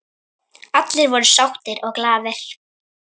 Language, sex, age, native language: Icelandic, female, 9, Icelandic